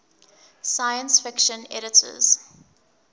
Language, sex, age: English, female, 19